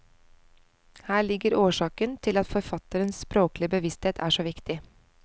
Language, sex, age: Norwegian, female, 29